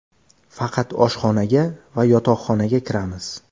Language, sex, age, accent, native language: Uzbek, male, 25-34, Toshkent viloyati, Uzbek